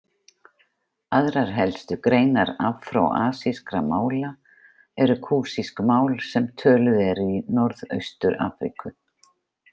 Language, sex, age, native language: Icelandic, female, 50-59, Icelandic